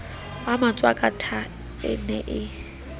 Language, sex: Southern Sotho, female